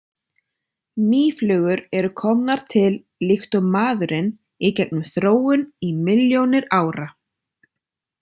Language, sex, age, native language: Icelandic, female, 30-39, Icelandic